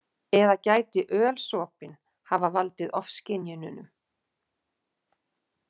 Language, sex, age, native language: Icelandic, female, 40-49, Icelandic